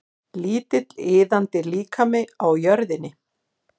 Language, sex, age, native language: Icelandic, female, 40-49, Icelandic